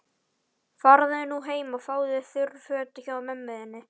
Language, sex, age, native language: Icelandic, male, 11, Icelandic